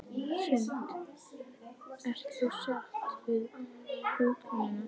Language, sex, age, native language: Icelandic, female, 11, Icelandic